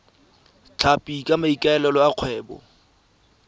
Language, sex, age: Tswana, male, 23